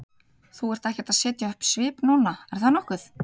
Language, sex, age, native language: Icelandic, female, 30-39, Icelandic